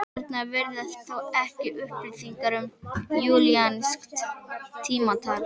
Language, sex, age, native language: Icelandic, male, 18-19, Icelandic